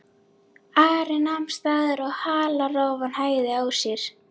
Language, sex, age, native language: Icelandic, female, 11, Icelandic